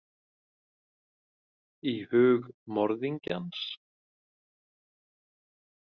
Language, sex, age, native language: Icelandic, male, 30-39, Icelandic